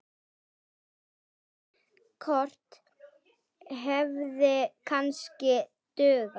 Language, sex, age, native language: Icelandic, female, 12, Icelandic